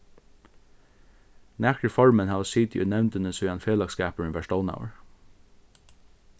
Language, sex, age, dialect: Faroese, male, 15-35, Norðurstreymoy/Eysturoy